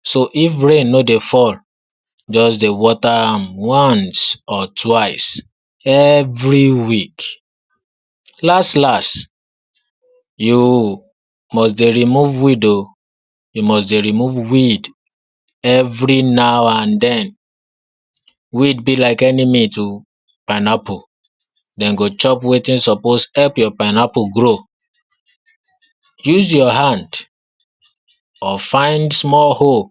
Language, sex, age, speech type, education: Nigerian Pidgin, male, 46-60, spontaneous, tertiary